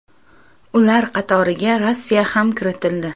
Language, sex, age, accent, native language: Uzbek, female, 25-34, Samarqand, Uzbek